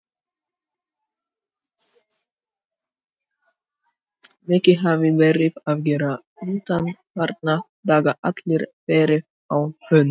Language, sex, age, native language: Icelandic, male, 18-19, Icelandic